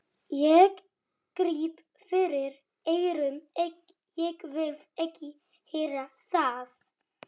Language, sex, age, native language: Icelandic, male, 30-39, Polish